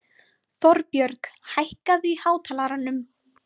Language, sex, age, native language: Icelandic, female, 20-29, Icelandic